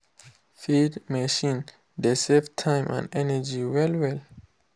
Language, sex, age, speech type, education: Nigerian Pidgin, male, 15-29, spontaneous, tertiary